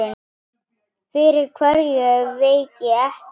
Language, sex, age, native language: Icelandic, female, 10, Icelandic